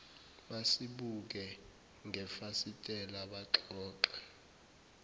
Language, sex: Zulu, male